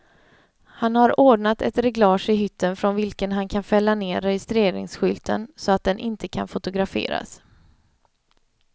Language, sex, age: Swedish, female, 31